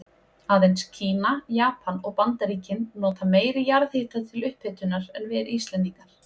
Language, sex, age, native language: Icelandic, female, 20-29, Icelandic